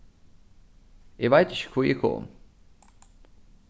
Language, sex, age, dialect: Faroese, male, 15-35, Suðurstreymoy